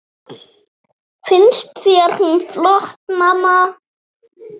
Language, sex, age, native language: Icelandic, female, 7, Icelandic